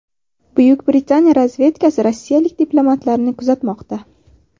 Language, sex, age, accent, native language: Uzbek, female, 18-24, Samarqand, Uzbek